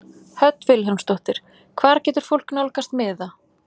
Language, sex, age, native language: Icelandic, female, 30-39, Icelandic